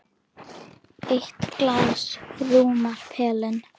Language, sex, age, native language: Icelandic, female, 10, Icelandic